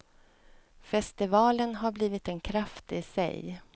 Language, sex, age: Swedish, female, 37